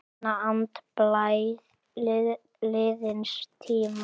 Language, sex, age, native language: Icelandic, male, 8, Icelandic